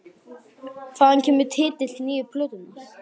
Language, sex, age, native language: Icelandic, male, 12, Icelandic